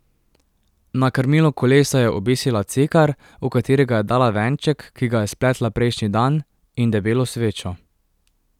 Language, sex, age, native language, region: Slovenian, male, 18-29, Slovenian, Drava region